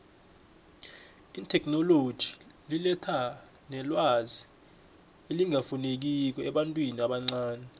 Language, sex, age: South Ndebele, male, 21